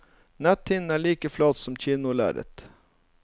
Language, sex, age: Norwegian, male, 39